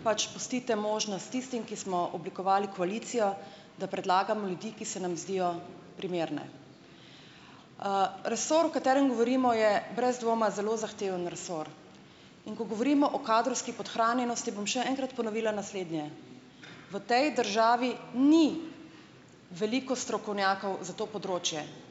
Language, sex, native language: Slovenian, female, Slovenian